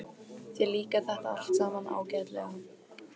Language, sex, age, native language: Icelandic, female, 15, Icelandic